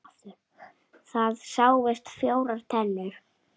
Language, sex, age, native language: Icelandic, female, 8, Icelandic